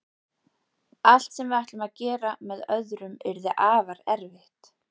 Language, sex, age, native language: Icelandic, female, 40-49, Icelandic